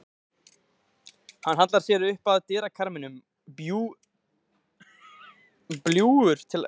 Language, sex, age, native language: Icelandic, male, 20-29, Icelandic